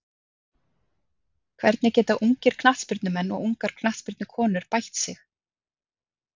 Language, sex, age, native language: Icelandic, female, 30-39, Icelandic